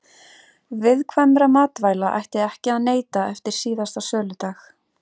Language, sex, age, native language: Icelandic, female, 30-39, Icelandic